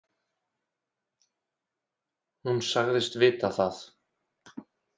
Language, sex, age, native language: Icelandic, male, 20-29, Icelandic